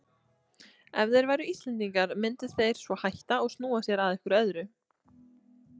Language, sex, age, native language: Icelandic, female, 20-29, Icelandic